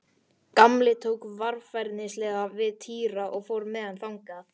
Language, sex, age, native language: Icelandic, male, 11, Icelandic